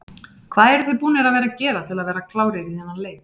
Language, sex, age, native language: Icelandic, female, 30-39, Icelandic